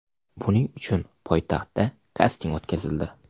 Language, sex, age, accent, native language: Uzbek, male, 19-29, Namangan, Uzbek